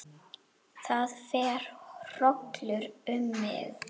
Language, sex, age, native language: Icelandic, female, 9, Icelandic